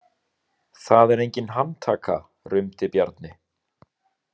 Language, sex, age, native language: Icelandic, male, 30-39, Icelandic